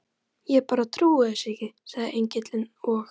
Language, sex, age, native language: Icelandic, female, 12, Icelandic